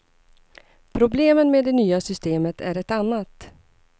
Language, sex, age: Swedish, female, 39